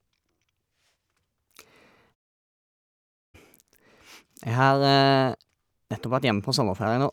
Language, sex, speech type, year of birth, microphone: Norwegian, male, spontaneous, 1989, Shure